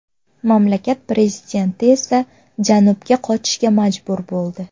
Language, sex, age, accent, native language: Uzbek, female, 18-24, Farg'ona, Uzbek